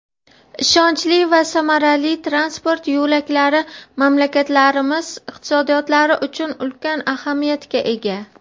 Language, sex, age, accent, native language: Uzbek, female, 30-39, Farg'ona, Uzbek